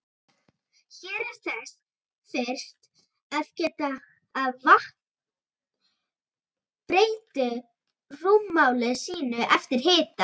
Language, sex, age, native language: Icelandic, female, 18-19, Icelandic